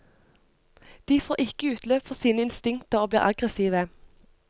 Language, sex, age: Norwegian, female, 25